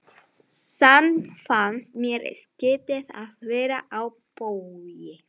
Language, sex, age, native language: Icelandic, female, 11, Spanish